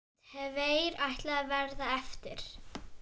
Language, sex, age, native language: Icelandic, female, 9, Icelandic